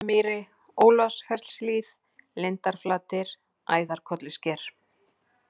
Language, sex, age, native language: Icelandic, female, 40-49, Icelandic